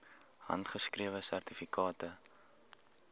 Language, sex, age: Afrikaans, male, 18